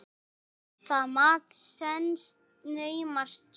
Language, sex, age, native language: Icelandic, female, 10, Icelandic